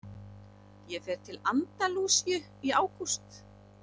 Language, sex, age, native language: Icelandic, male, 11, Icelandic